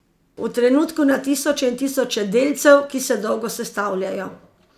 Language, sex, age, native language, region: Slovenian, female, 50-59, Slovenian, Zasavska region